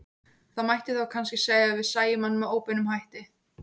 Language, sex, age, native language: Icelandic, female, 18-19, Icelandic